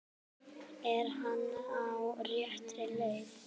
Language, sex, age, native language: Icelandic, female, 9, Icelandic